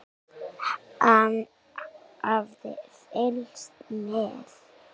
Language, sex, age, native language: Icelandic, female, 9, Icelandic